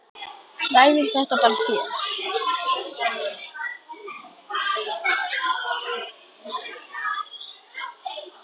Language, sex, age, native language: Icelandic, female, 10, Icelandic